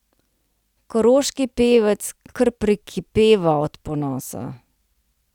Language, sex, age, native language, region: Slovenian, female, 30-49, Slovenian, Central Slovenia